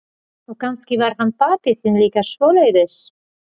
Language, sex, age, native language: Icelandic, female, 40-49, Polish